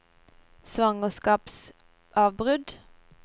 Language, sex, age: Norwegian, female, 17